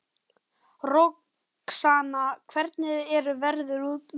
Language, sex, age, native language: Icelandic, male, 12, Icelandic